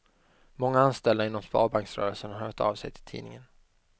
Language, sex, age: Swedish, male, 25